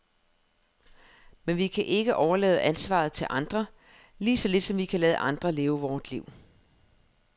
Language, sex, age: Danish, female, 31